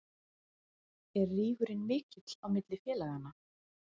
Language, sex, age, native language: Icelandic, female, 40-49, Icelandic